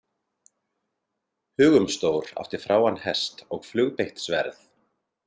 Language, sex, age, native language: Icelandic, male, 30-39, Icelandic